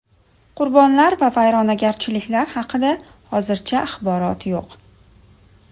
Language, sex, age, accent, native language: Uzbek, female, 30-39, Samarqand, Uzbek